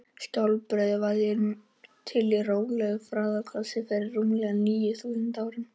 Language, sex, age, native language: Icelandic, male, 18-19, Icelandic